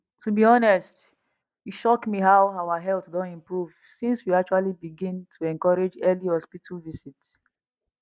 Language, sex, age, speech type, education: Nigerian Pidgin, female, 30-45, spontaneous, tertiary